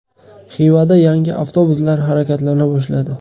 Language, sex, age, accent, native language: Uzbek, male, 18-24, Buxoro, Uzbek